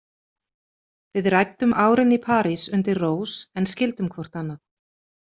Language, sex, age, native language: Icelandic, female, 40-49, Icelandic